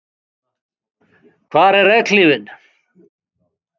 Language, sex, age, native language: Icelandic, male, 50-59, Icelandic